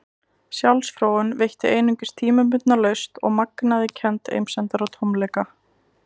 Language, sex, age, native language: Icelandic, female, 20-29, Icelandic